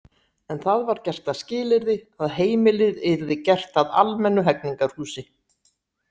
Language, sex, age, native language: Icelandic, female, 60-69, Icelandic